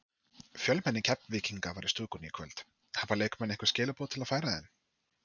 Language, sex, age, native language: Icelandic, male, 30-39, Icelandic